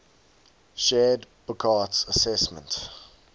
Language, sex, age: English, male, 19